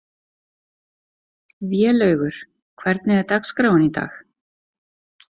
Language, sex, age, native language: Icelandic, female, 30-39, Icelandic